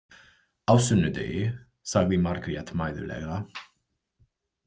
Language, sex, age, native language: Icelandic, male, 20-29, English